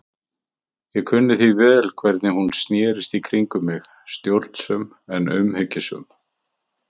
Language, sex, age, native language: Icelandic, male, 50-59, Icelandic